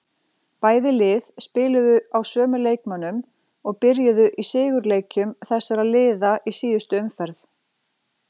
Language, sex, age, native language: Icelandic, female, 40-49, Icelandic